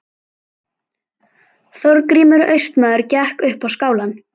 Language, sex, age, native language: Icelandic, female, 11, Icelandic